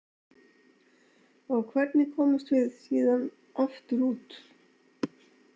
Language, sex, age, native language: Icelandic, female, 60-69, Icelandic